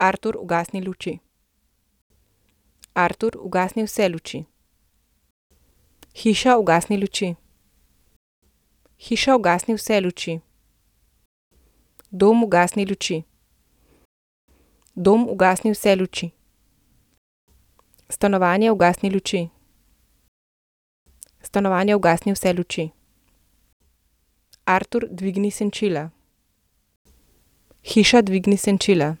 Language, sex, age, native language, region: Slovenian, female, 30-49, Slovenian, Central Slovenia